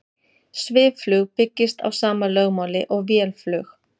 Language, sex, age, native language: Icelandic, female, 50-59, Icelandic